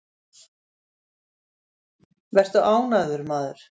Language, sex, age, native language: Icelandic, female, 60-69, Icelandic